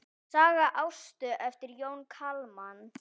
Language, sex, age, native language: Icelandic, female, 10, Icelandic